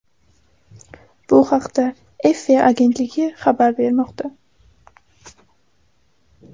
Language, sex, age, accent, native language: Uzbek, female, 18-24, Samarqand, Uzbek